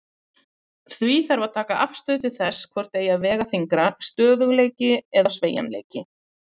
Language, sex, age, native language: Icelandic, female, 30-39, Icelandic